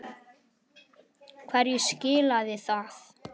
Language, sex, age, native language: Icelandic, male, 10, Icelandic